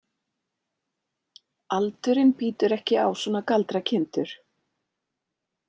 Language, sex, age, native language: Icelandic, female, 40-49, Icelandic